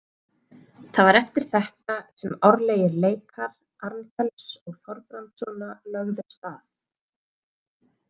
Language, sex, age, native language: Icelandic, female, 30-39, Icelandic